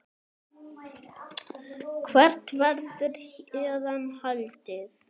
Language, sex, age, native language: Icelandic, male, 9, Icelandic